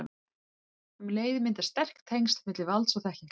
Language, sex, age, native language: Icelandic, female, 30-39, Icelandic